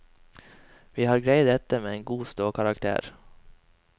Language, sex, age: Norwegian, male, 21